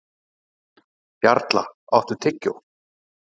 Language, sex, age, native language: Icelandic, male, 30-39, Icelandic